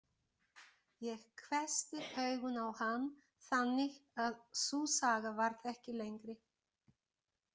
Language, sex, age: Icelandic, female, 50-59